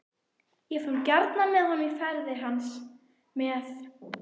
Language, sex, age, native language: Icelandic, female, 11, Icelandic